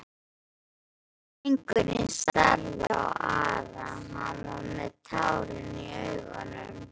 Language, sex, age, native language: Icelandic, male, 12, Icelandic